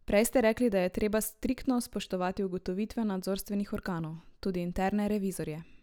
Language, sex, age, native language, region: Slovenian, male, 18-29, Slovenian, Drava region